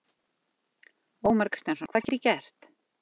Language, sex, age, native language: Icelandic, female, 40-49, Icelandic